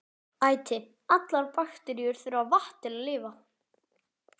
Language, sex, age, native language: Icelandic, male, 12, Icelandic